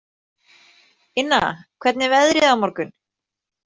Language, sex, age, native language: Icelandic, female, 30-39, Icelandic